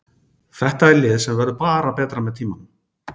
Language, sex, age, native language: Icelandic, male, 40-49, Icelandic